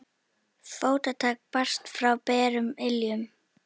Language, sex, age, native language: Icelandic, female, 10, Icelandic